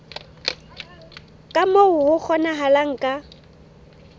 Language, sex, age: Southern Sotho, female, 18